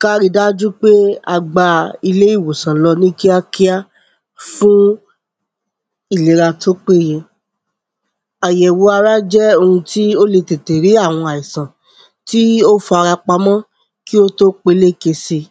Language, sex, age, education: Yoruba, female, 30-45, tertiary